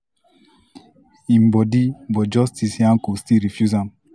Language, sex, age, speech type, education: Nigerian Pidgin, male, 15-29, spontaneous, tertiary